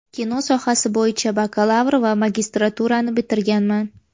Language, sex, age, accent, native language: Uzbek, female, 18-24, Namangan, Uzbek